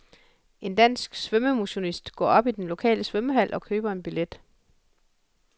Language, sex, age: Danish, female, 41